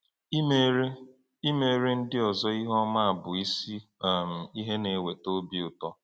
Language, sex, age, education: Igbo, male, 15-29, tertiary